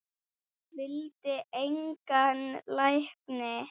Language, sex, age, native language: Icelandic, female, 8, Icelandic